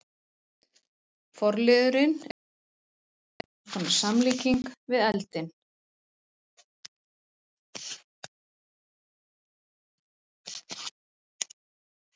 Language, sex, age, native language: Icelandic, female, 40-49, Icelandic